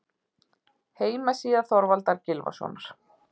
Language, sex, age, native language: Icelandic, female, 30-39, Icelandic